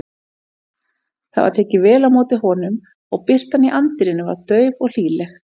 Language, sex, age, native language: Icelandic, female, 30-39, Icelandic